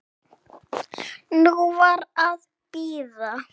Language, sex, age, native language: Icelandic, male, 6, Icelandic